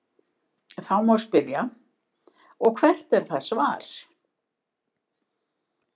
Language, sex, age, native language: Icelandic, female, 70-79, Icelandic